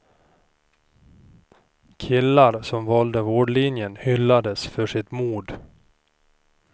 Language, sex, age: Swedish, male, 38